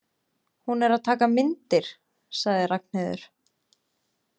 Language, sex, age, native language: Icelandic, female, 20-29, Icelandic